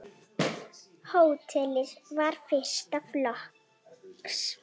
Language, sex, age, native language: Icelandic, female, 10, Icelandic